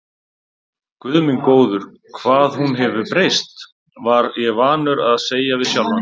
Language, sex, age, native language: Icelandic, male, 30-39, Icelandic